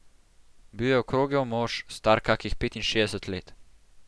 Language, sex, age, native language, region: Slovenian, male, 12-17, Slovenian, Central Slovenia